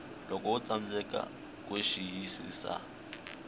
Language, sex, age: Tsonga, male, 21